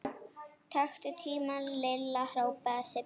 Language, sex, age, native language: Icelandic, female, 8, Icelandic